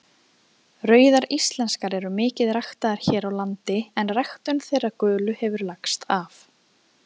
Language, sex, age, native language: Icelandic, female, 20-29, Icelandic